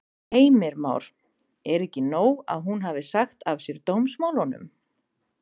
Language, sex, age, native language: Icelandic, female, 30-39, Icelandic